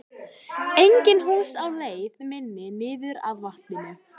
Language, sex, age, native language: Icelandic, female, 14, Icelandic